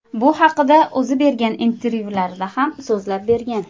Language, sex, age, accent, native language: Uzbek, female, 25-34, Qashqadaryo, Uzbek